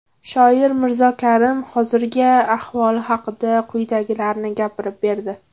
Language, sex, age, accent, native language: Uzbek, female, 18-24, Toshkent viloyati, Uzbek